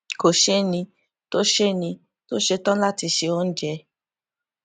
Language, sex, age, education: Yoruba, female, 15-29, tertiary